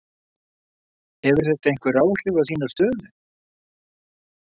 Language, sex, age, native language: Icelandic, male, 70-79, Icelandic